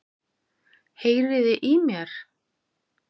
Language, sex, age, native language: Icelandic, female, 40-49, Icelandic